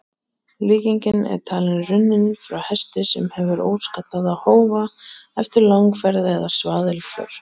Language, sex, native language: Icelandic, male, Icelandic